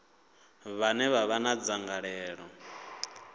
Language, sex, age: Venda, male, 28